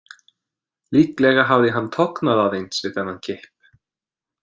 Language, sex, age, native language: Icelandic, male, 20-29, English